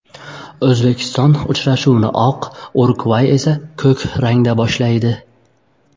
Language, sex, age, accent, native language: Uzbek, male, 18-24, Buxoro, Uzbek